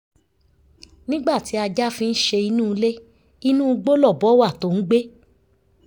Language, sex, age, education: Yoruba, female, 30-45, tertiary